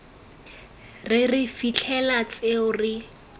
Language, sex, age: Tswana, female, 19